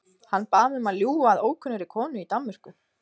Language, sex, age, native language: Icelandic, female, 20-29, Icelandic